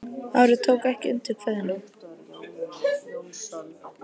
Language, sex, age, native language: Icelandic, male, 18-19, Icelandic